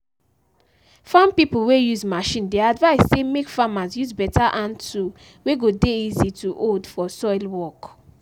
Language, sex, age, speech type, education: Nigerian Pidgin, female, 15-29, spontaneous, tertiary